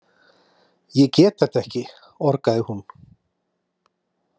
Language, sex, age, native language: Icelandic, male, 30-39, Icelandic